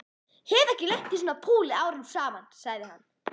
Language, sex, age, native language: Icelandic, female, 11, Icelandic